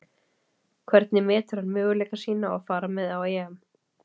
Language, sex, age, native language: Icelandic, female, 30-39, Icelandic